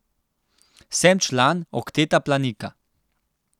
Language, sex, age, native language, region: Slovenian, male, 18-29, Slovenian, Central Slovenia